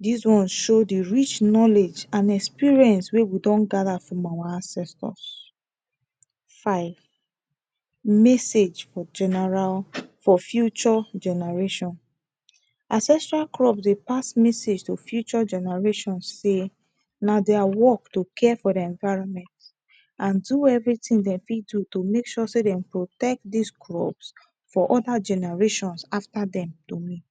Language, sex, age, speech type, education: Nigerian Pidgin, female, 15-29, spontaneous, tertiary